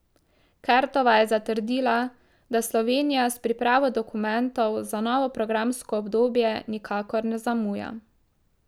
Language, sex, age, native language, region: Slovenian, female, 18-29, Slovenian, Drava region